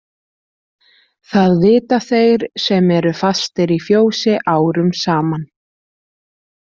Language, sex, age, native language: Icelandic, female, 30-39, Icelandic